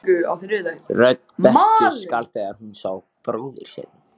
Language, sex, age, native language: Icelandic, male, 14, Icelandic